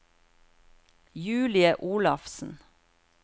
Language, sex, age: Norwegian, female, 36